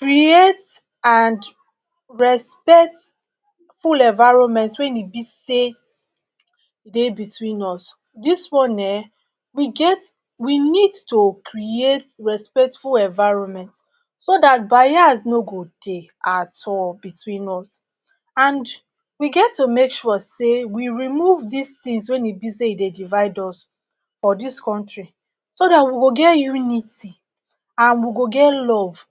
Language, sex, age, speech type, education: Nigerian Pidgin, male, 60+, spontaneous, tertiary